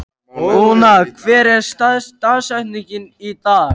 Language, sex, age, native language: Icelandic, male, 14, Icelandic